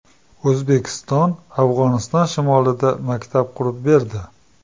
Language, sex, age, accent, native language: Uzbek, male, 35+, Farg'ona, Uzbek